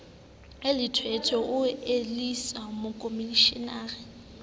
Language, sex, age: Southern Sotho, female, 18